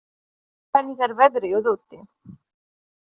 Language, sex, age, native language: Icelandic, female, 30-39, Polish